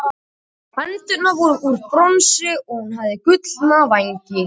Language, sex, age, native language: Icelandic, male, 18-19, Icelandic